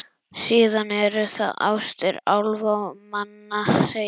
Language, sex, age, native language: Icelandic, male, 11, Icelandic